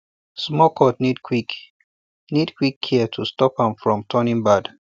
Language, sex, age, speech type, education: Nigerian Pidgin, male, 30-45, spontaneous, tertiary